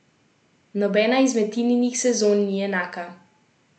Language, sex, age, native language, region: Slovenian, female, 18-29, Slovenian, Central Slovenia